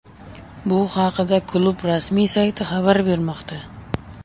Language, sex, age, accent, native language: Uzbek, male, under 19, Sirdaryo, Uzbek